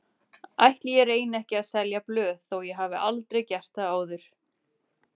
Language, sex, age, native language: Icelandic, female, 30-39, Icelandic